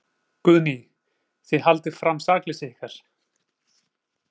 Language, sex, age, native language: Icelandic, male, 40-49, Icelandic